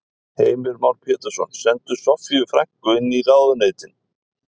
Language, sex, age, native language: Icelandic, male, 50-59, Icelandic